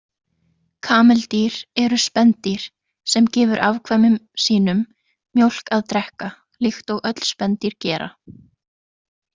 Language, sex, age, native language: Icelandic, female, 20-29, Icelandic